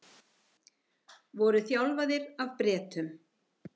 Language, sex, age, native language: Icelandic, female, 50-59, Icelandic